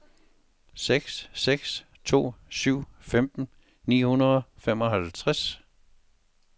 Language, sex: Danish, male